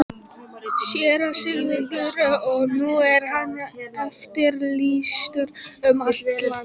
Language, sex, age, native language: Icelandic, female, 12, Icelandic